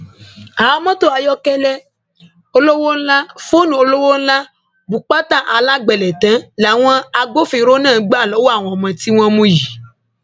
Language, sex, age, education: Yoruba, female, 15-29, tertiary